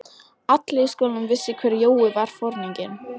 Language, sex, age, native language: Icelandic, female, 12, Icelandic